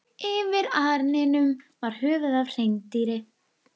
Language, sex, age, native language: Icelandic, female, 11, Icelandic